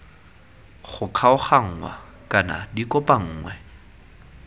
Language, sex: Tswana, male